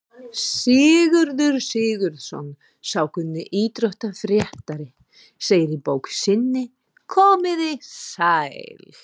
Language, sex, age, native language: Icelandic, female, 30-39, Icelandic